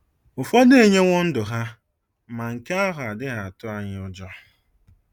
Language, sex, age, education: Igbo, male, 15-29, secondary